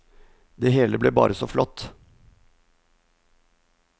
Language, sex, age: Norwegian, male, 50